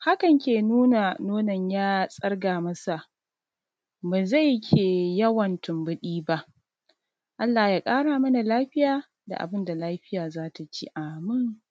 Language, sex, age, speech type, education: Hausa, female, 30-45, spontaneous, tertiary